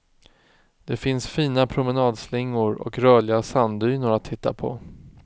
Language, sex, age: Swedish, male, 36